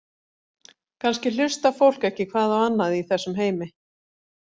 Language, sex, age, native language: Icelandic, female, 40-49, Icelandic